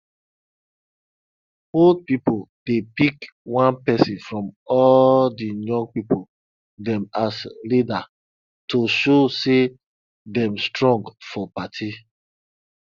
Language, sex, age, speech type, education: Nigerian Pidgin, male, 30-45, spontaneous, tertiary